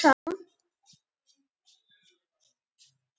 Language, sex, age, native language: Icelandic, male, 8, Icelandic